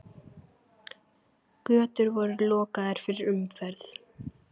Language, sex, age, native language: Icelandic, female, 9, Icelandic